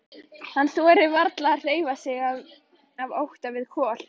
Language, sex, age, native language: Icelandic, female, 11, Icelandic